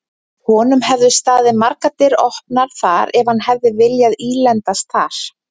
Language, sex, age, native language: Icelandic, female, 20-29, Icelandic